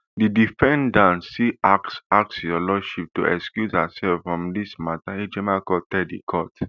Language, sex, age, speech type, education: Nigerian Pidgin, male, 15-29, spontaneous, tertiary